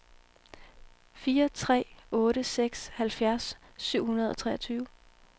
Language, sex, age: Danish, female, 18